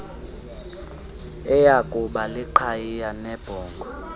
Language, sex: Xhosa, male